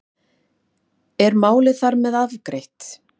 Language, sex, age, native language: Icelandic, female, 50-59, Icelandic